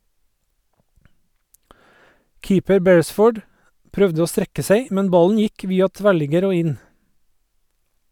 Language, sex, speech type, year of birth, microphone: Norwegian, male, read, 1969, Sennheiser